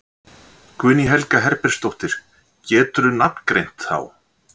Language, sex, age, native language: Icelandic, male, 60-69, Icelandic